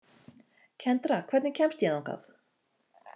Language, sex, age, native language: Icelandic, female, 30-39, Icelandic